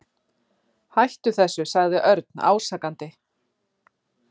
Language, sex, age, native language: Icelandic, female, 40-49, Icelandic